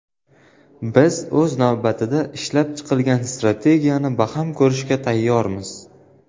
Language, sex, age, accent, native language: Uzbek, male, 19-29, Farg'ona, Uzbek